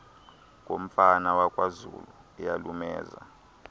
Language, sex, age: Xhosa, male, 23